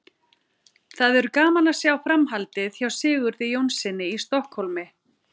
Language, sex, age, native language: Icelandic, female, 40-49, Icelandic